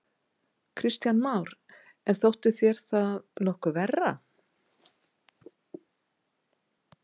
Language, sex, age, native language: Icelandic, female, 60-69, Icelandic